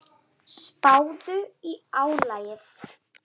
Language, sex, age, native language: Icelandic, female, 10, Icelandic